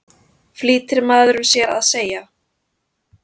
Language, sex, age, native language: Icelandic, female, 30-39, Icelandic